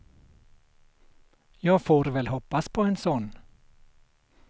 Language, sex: Swedish, male